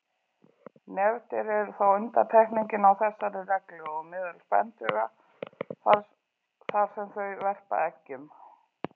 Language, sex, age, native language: Icelandic, female, 40-49, Icelandic